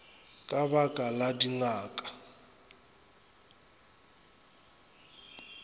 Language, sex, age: Northern Sotho, male, 25